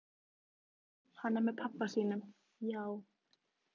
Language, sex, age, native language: Icelandic, female, 50-59, Icelandic